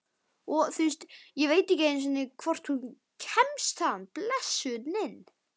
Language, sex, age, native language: Icelandic, male, 11, Icelandic